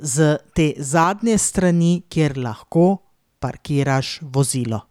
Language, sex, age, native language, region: Slovenian, female, 30-49, Slovenian, Drava region